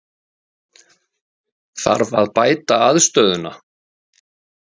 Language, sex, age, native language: Icelandic, male, 50-59, Icelandic